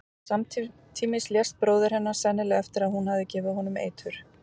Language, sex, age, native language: Icelandic, female, 40-49, Icelandic